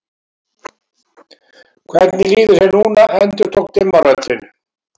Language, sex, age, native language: Icelandic, male, 70-79, Icelandic